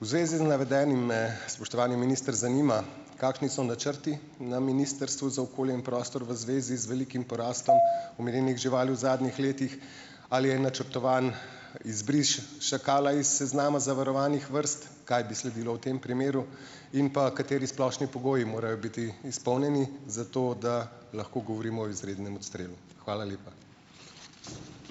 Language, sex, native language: Slovenian, male, Slovenian